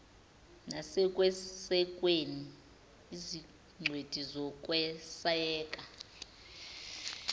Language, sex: Zulu, female